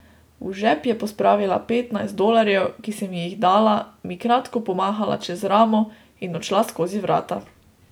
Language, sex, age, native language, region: Slovenian, female, 18-29, Slovenian, Drava region